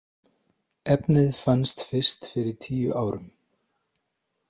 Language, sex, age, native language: Icelandic, male, 30-39, Icelandic